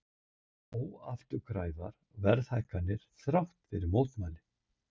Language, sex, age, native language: Icelandic, male, 60-69, Icelandic